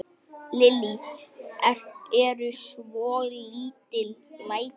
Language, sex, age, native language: Icelandic, male, 9, Icelandic